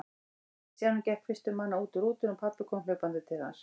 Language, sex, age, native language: Icelandic, female, 18-19, Icelandic